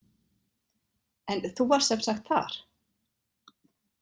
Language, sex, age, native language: Icelandic, female, 50-59, Icelandic